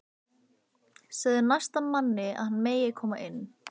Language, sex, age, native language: Icelandic, female, 15, Icelandic